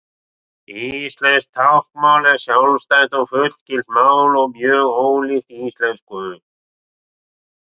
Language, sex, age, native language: Icelandic, male, 40-49, Icelandic